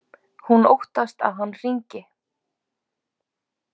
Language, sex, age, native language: Icelandic, female, 40-49, Icelandic